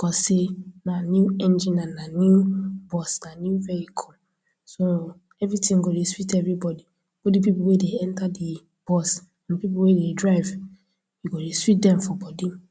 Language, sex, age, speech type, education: Nigerian Pidgin, female, 15-29, spontaneous, tertiary